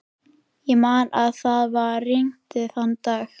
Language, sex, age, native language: Icelandic, female, 13, Icelandic